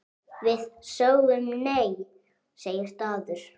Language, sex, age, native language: Icelandic, male, 6, Icelandic